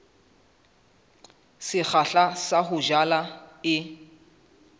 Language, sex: Southern Sotho, male